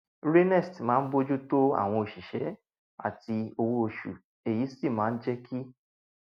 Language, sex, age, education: Yoruba, male, 15-29, tertiary